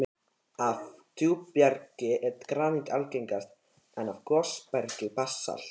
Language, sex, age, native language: Icelandic, male, 13, Icelandic